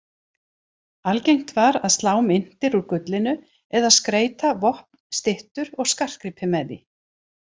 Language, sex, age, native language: Icelandic, female, 60-69, Icelandic